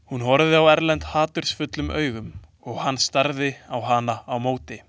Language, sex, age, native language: Icelandic, male, 20-29, Icelandic